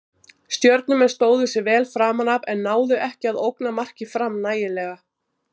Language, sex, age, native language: Icelandic, female, 40-49, Icelandic